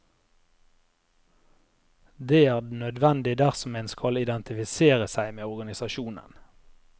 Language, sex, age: Norwegian, male, 30